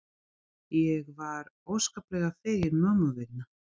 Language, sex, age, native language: Icelandic, female, 40-49, Serbo-Croatian